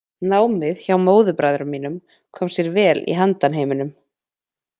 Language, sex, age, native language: Icelandic, female, 20-29, Icelandic